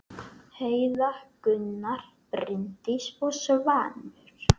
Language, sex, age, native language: Icelandic, male, 8, Icelandic